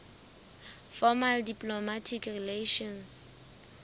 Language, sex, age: Southern Sotho, female, 24